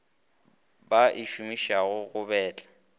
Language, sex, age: Northern Sotho, male, 21